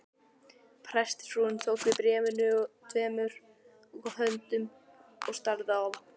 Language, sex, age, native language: Icelandic, male, 12, Icelandic